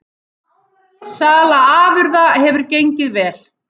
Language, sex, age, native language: Icelandic, female, 30-39, Icelandic